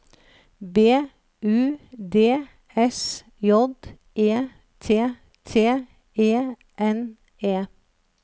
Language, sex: Norwegian, female